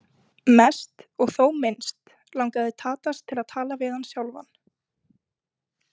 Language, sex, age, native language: Icelandic, female, 20-29, Icelandic